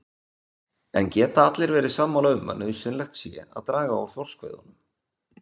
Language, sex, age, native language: Icelandic, male, 20-29, Icelandic